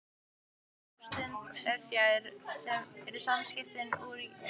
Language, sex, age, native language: Icelandic, female, 15, Icelandic